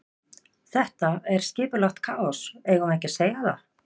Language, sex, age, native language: Icelandic, female, 50-59, Icelandic